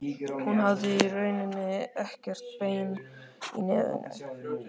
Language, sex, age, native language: Icelandic, male, 13, Icelandic